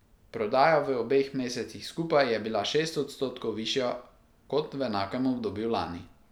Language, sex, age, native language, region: Slovenian, male, 18-29, Slovenian, Pomurje region